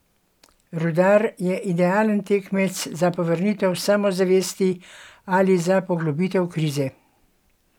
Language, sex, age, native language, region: Slovenian, female, 60+, Slovenian, Gorenjska region